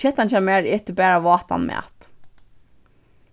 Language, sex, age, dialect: Faroese, female, 15-35, Vágar